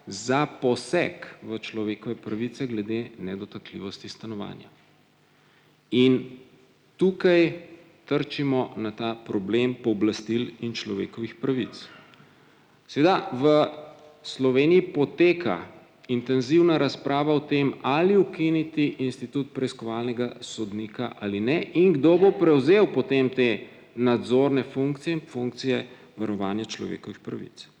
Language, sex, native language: Slovenian, male, Slovenian